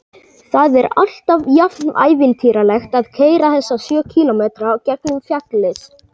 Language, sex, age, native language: Icelandic, male, 18-19, Icelandic